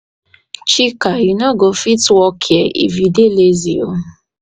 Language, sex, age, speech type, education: Nigerian Pidgin, female, 15-29, spontaneous, tertiary